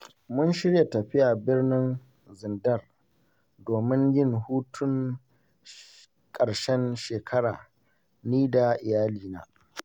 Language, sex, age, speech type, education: Hausa, male, 15-29, spontaneous, secondary